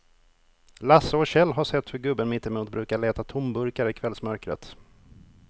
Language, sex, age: Swedish, male, 28